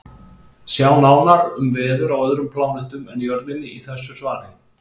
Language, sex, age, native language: Icelandic, male, 20-29, Icelandic